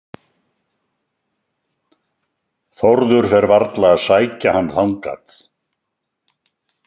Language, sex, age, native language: Icelandic, male, 70-79, Icelandic